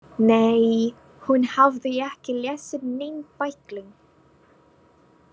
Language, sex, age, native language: Icelandic, female, 20-29, Filipino